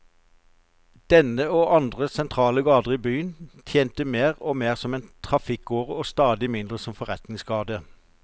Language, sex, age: Norwegian, male, 54